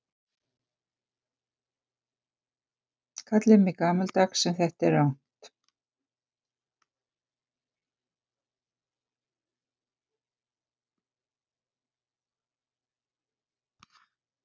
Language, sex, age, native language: Icelandic, female, 50-59, Icelandic